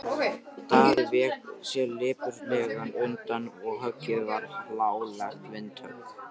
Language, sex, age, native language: Icelandic, male, 13, Icelandic